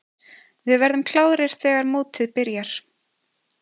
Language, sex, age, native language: Icelandic, female, 20-29, Icelandic